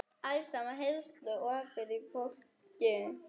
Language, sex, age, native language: Icelandic, female, 11, German